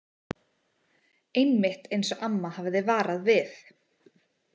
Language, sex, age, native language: Icelandic, female, 20-29, Icelandic